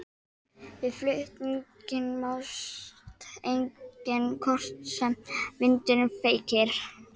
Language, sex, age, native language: Icelandic, female, 12, Icelandic